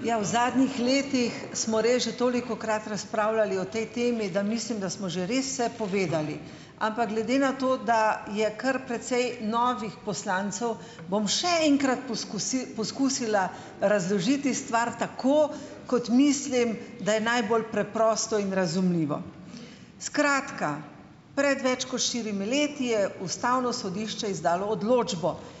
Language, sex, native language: Slovenian, female, Slovenian